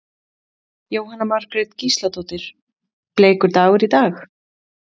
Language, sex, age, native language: Icelandic, female, 30-39, Icelandic